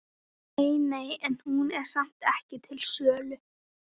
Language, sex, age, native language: Icelandic, female, 13, Icelandic